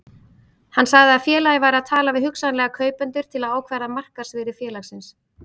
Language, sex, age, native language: Icelandic, female, 30-39, Icelandic